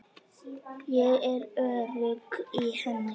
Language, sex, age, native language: Icelandic, female, 10, Icelandic